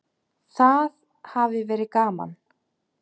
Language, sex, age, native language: Icelandic, male, 7, Icelandic